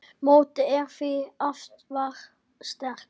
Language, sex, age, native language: Icelandic, male, 10, Icelandic